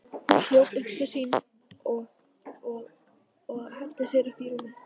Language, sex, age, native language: Icelandic, female, 13, Icelandic